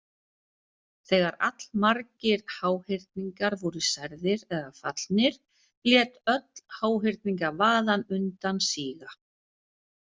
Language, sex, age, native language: Icelandic, female, 50-59, Icelandic